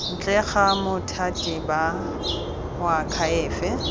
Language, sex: Tswana, female